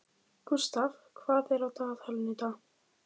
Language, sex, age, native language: Icelandic, female, 15, Icelandic